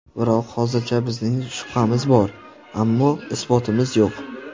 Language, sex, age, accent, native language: Uzbek, male, 19-29, Farg'ona, Uzbek